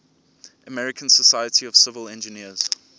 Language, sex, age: English, male, 24